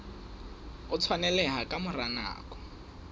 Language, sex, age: Southern Sotho, male, 19